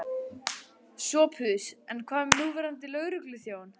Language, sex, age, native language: Icelandic, male, 11, Icelandic